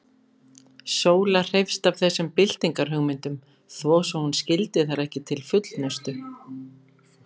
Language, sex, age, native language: Icelandic, female, 50-59, Icelandic